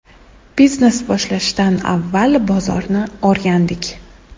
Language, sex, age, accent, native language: Uzbek, female, 19-29, Toshkent shahri, Uzbek